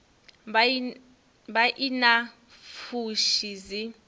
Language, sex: Venda, female